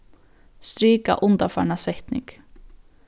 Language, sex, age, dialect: Faroese, female, 15-35, Norðurstreymoy/Eysturoy